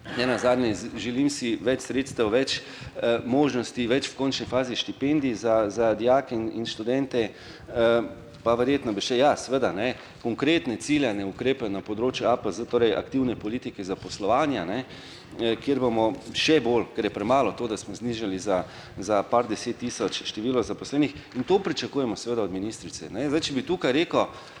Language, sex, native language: Slovenian, male, Slovenian